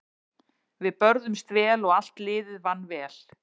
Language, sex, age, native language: Icelandic, female, 40-49, Icelandic